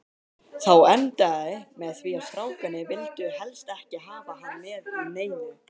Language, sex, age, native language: Icelandic, male, 18-19, Icelandic